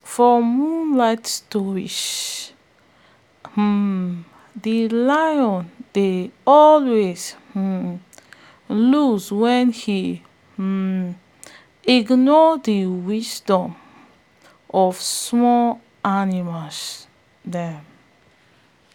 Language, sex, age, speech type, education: Nigerian Pidgin, female, 30-45, spontaneous, tertiary